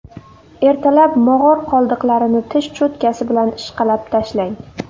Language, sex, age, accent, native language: Uzbek, female, under 19, Navoiy, Uzbek